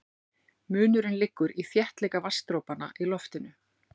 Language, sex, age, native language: Icelandic, female, 40-49, Icelandic